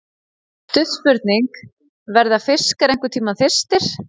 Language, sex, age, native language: Icelandic, female, 30-39, Icelandic